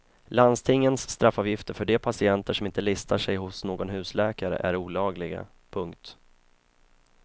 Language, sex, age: Swedish, male, 31